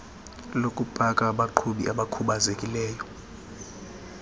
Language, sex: Xhosa, female